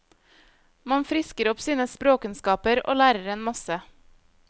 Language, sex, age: Norwegian, female, 25